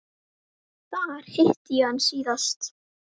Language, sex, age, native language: Icelandic, female, 10, Icelandic